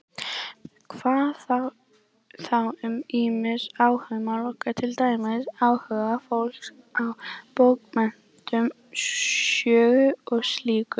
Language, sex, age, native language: Icelandic, female, 18-19, Icelandic